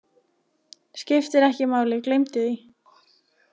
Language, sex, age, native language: Icelandic, female, 20-29, Icelandic